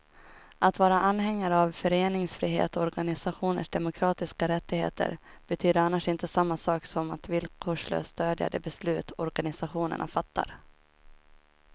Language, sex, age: Swedish, female, 23